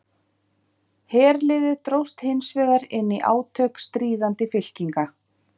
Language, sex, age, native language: Icelandic, female, 50-59, Icelandic